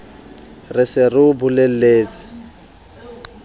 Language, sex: Southern Sotho, male